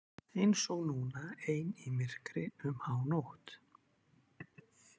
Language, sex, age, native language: Icelandic, male, 40-49, Icelandic